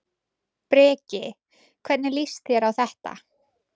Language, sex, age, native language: Icelandic, female, 20-29, Icelandic